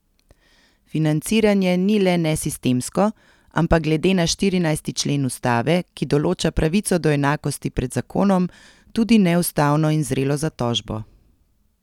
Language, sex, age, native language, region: Slovenian, female, 30-49, Slovenian, Central Slovenia